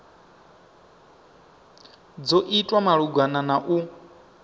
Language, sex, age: Venda, male, 25